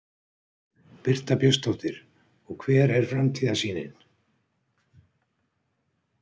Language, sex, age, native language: Icelandic, male, 60-69, Icelandic